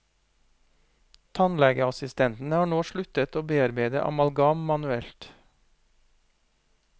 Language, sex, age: Norwegian, male, 40